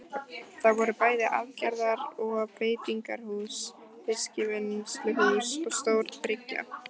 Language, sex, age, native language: Icelandic, female, 14, Icelandic